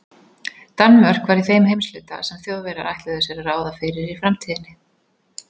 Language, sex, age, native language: Icelandic, female, 40-49, Icelandic